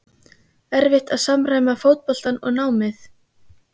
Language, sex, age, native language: Icelandic, female, 15, Icelandic